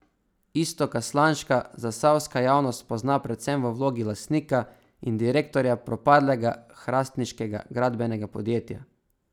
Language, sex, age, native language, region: Slovenian, male, 18-29, Slovenian, Savinja region